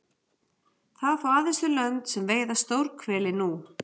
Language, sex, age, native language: Icelandic, female, 40-49, Icelandic